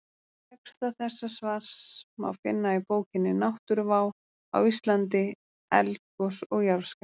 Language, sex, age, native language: Icelandic, female, 30-39, Icelandic